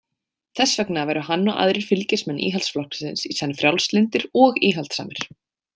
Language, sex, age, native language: Icelandic, female, 20-29, Icelandic